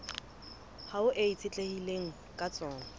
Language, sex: Southern Sotho, female